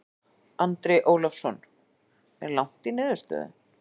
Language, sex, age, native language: Icelandic, female, 40-49, Icelandic